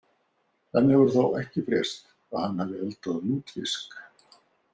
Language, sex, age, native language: Icelandic, male, 60-69, Icelandic